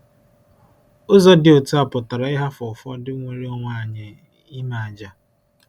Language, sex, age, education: Igbo, male, 15-29, tertiary